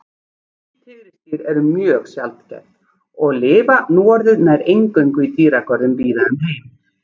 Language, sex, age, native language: Icelandic, female, 40-49, Icelandic